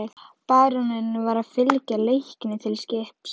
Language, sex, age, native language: Icelandic, female, 11, Icelandic